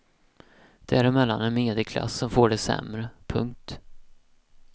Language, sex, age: Swedish, male, 31